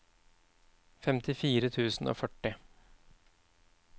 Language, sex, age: Norwegian, male, 31